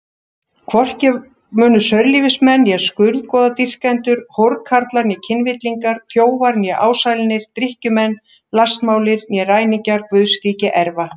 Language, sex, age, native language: Icelandic, female, 60-69, Icelandic